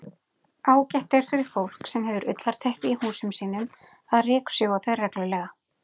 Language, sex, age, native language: Icelandic, female, 40-49, Icelandic